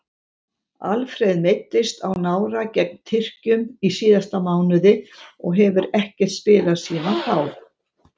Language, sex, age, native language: Icelandic, female, 70-79, Icelandic